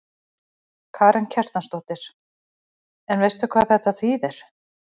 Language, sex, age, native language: Icelandic, female, 40-49, Icelandic